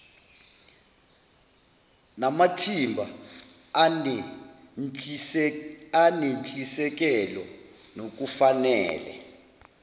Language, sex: Zulu, male